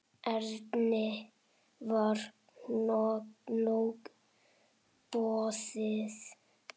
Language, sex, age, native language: Icelandic, male, 7, Icelandic